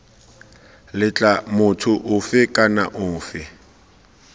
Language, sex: Tswana, male